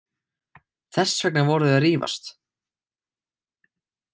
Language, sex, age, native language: Icelandic, male, 18-19, Icelandic